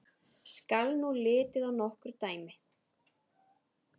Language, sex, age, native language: Icelandic, female, 30-39, Icelandic